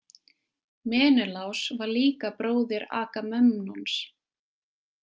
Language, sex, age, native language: Icelandic, female, 20-29, Icelandic